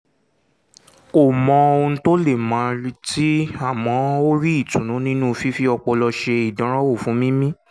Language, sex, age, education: Yoruba, male, 15-29, secondary